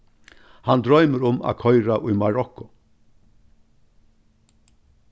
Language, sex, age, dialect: Faroese, male, 61+, Vágar